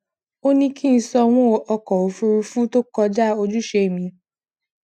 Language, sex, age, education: Yoruba, female, 15-29, secondary